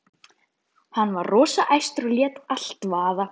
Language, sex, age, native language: Icelandic, female, 12, Icelandic